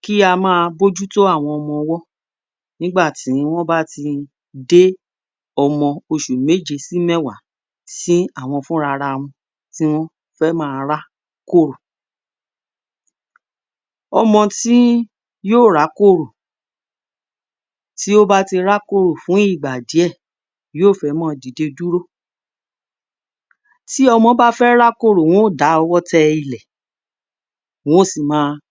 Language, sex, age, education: Yoruba, female, 46-60, tertiary